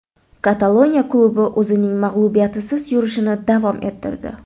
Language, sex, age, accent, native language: Uzbek, female, 25-34, Toshkent shahri, Uzbek